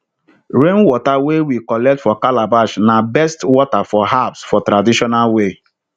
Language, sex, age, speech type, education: Nigerian Pidgin, male, 30-45, spontaneous, tertiary